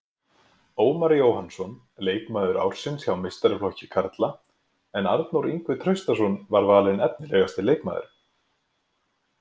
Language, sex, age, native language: Icelandic, male, 20-29, Icelandic